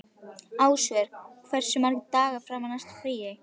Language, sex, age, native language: Icelandic, female, 11, Icelandic